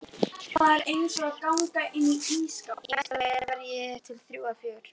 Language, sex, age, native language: Icelandic, female, 12, Icelandic